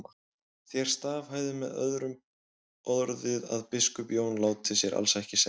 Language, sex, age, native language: Icelandic, male, 20-29, Icelandic